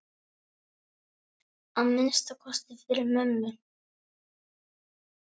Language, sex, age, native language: Icelandic, male, 9, Icelandic